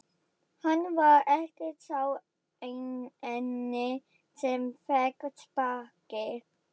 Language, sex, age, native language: Icelandic, female, 11, German